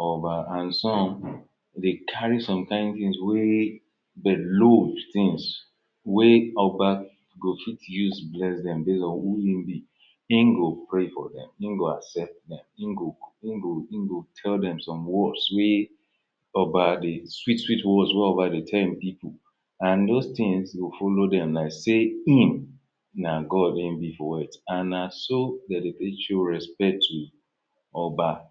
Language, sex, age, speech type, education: Nigerian Pidgin, male, 30-45, spontaneous, tertiary